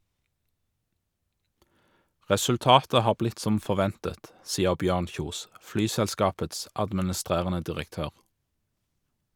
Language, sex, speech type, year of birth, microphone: Norwegian, male, read, 1985, Shure